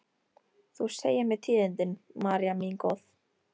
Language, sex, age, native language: Icelandic, female, 13, Icelandic